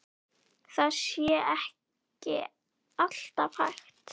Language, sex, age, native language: Icelandic, female, 9, Icelandic